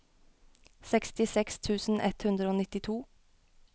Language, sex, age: Norwegian, female, 21